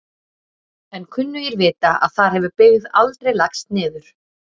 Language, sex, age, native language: Icelandic, female, 30-39, Icelandic